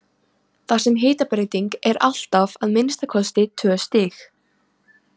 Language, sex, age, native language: Icelandic, female, 18-19, Icelandic